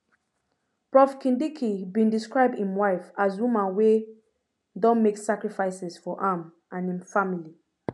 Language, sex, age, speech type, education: Nigerian Pidgin, female, 15-29, spontaneous, tertiary